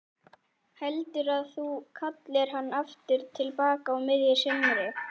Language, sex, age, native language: Icelandic, male, 40-49, Icelandic